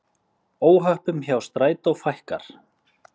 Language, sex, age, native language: Icelandic, male, 30-39, Icelandic